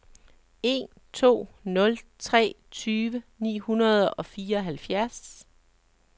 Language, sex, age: Danish, male, 37